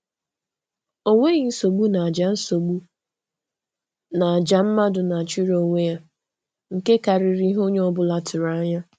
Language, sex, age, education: Igbo, female, 30-45, tertiary